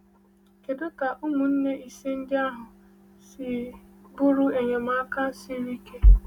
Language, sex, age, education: Igbo, female, 15-29, tertiary